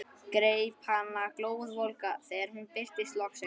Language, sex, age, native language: Icelandic, male, 11, Icelandic